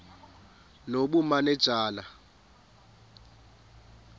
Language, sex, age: Xhosa, female, 28